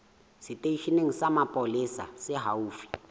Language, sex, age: Southern Sotho, male, 18